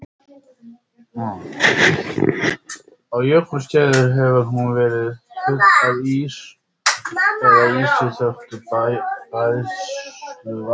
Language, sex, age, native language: Icelandic, male, 50-59, Icelandic